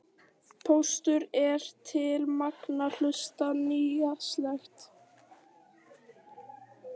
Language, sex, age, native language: Icelandic, other, 18-19, Icelandic